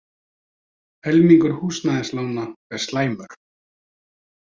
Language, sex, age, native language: Icelandic, male, 30-39, Icelandic